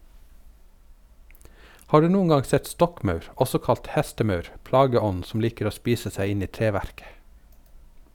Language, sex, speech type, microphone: Norwegian, male, read, Sennheiser